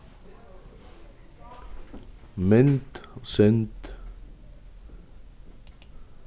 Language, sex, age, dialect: Faroese, male, 36-60, Vágar